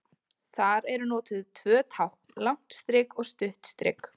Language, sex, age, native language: Icelandic, female, 20-29, Icelandic